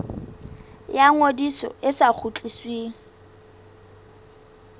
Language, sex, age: Southern Sotho, female, 20